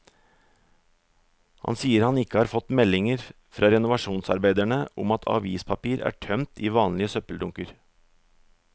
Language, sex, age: Norwegian, male, 44